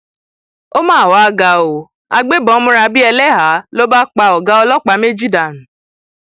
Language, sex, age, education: Yoruba, female, 15-29, tertiary